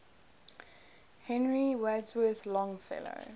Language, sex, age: English, female, 18